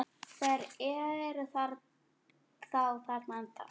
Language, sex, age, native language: Icelandic, female, 10, Icelandic